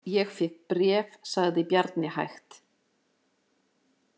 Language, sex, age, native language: Icelandic, female, 40-49, Icelandic